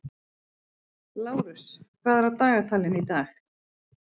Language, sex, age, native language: Icelandic, female, 50-59, Icelandic